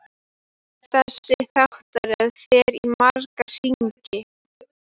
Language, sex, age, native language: Icelandic, female, 12, Icelandic